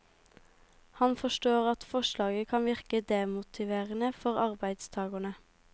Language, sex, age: Norwegian, female, 18